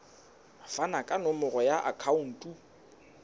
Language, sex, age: Southern Sotho, male, 22